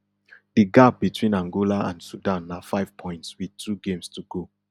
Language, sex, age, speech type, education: Nigerian Pidgin, male, 30-45, spontaneous, tertiary